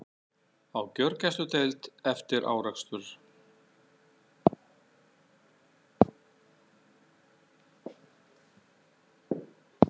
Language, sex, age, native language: Icelandic, male, 60-69, Icelandic